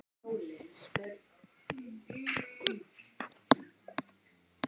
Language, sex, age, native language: Icelandic, female, 18-19, Icelandic